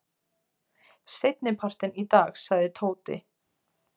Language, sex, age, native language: Icelandic, female, 20-29, Icelandic